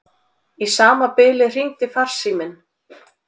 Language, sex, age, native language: Icelandic, female, 40-49, Icelandic